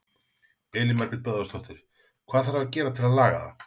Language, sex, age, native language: Icelandic, male, 40-49, Icelandic